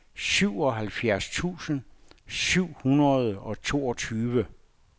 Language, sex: Danish, male